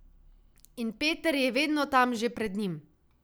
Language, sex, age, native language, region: Slovenian, female, 18-29, Slovenian, Savinja region